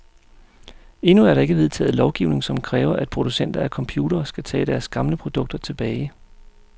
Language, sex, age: Danish, male, 35